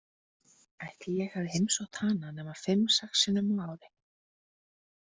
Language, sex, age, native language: Icelandic, female, 20-29, Icelandic